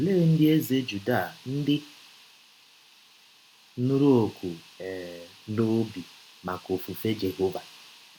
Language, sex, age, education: Igbo, male, 30-45, tertiary